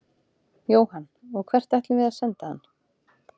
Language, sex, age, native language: Icelandic, female, 30-39, Icelandic